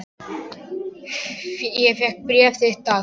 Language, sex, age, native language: Icelandic, male, 10, Icelandic